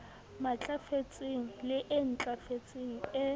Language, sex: Southern Sotho, female